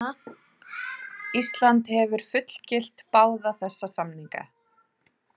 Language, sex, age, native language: Icelandic, other, 18-19, Icelandic